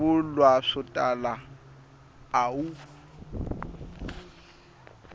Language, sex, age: Tsonga, male, 25